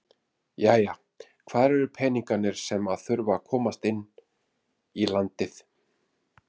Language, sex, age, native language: Icelandic, male, 30-39, Icelandic